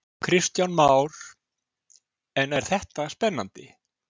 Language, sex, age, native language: Icelandic, male, 60-69, Icelandic